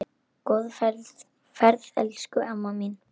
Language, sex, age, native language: Icelandic, female, 9, Icelandic